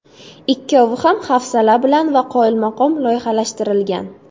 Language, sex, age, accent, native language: Uzbek, female, 18-24, Jizzax, Uzbek